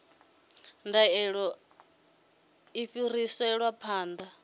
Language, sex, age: Venda, female, 30